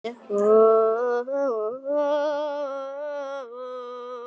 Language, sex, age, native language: Icelandic, female, 9, Icelandic